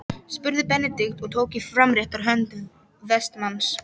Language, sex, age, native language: Icelandic, female, 12, Icelandic